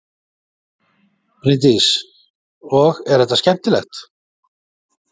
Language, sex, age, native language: Icelandic, male, 40-49, Icelandic